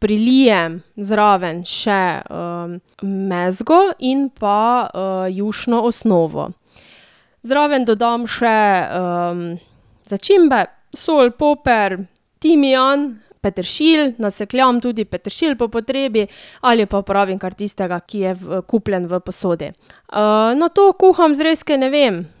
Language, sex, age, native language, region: Slovenian, female, 18-29, Slovenian, Drava region